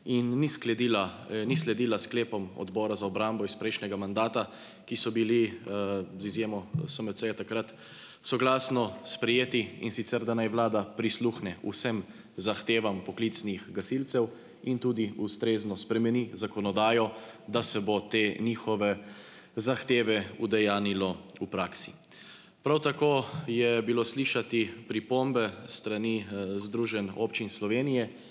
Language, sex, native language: Slovenian, male, Slovenian